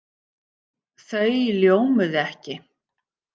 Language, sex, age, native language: Icelandic, female, 50-59, Icelandic